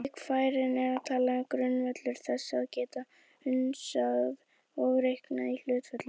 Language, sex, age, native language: Icelandic, female, 18-19, Icelandic